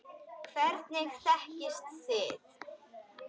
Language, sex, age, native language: Icelandic, female, 10, Icelandic